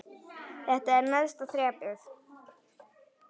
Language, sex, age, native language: Icelandic, male, 9, Icelandic